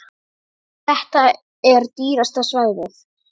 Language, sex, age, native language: Icelandic, female, 8, Icelandic